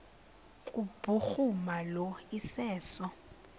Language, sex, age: Xhosa, female, 20